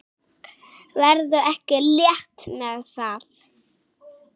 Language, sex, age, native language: Icelandic, female, 6, Icelandic